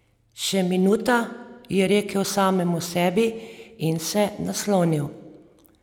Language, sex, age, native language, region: Slovenian, female, 30-49, Slovenian, Savinja region